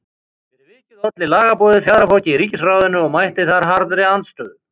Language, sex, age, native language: Icelandic, male, 50-59, Icelandic